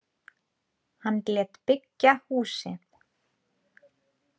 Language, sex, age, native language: Icelandic, female, 20-29, Icelandic